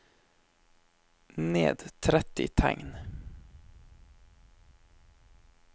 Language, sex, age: Norwegian, male, 23